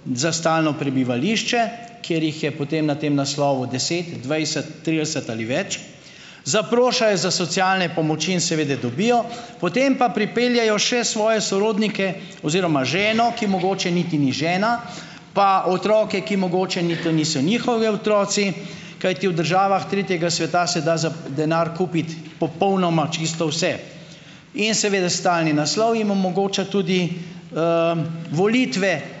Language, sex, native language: Slovenian, male, Slovenian